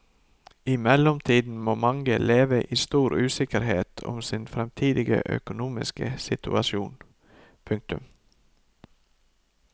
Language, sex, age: Norwegian, male, 39